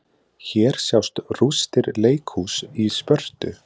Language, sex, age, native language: Icelandic, male, 20-29, Icelandic